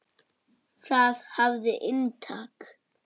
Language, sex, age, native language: Icelandic, male, 9, Icelandic